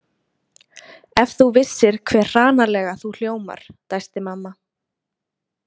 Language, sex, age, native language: Icelandic, female, 20-29, Icelandic